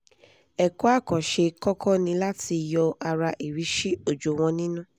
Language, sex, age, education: Yoruba, female, 15-29, tertiary